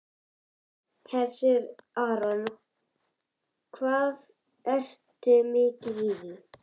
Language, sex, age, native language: Icelandic, female, 11, Icelandic